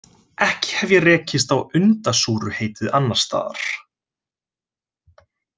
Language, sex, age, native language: Icelandic, male, 20-29, Icelandic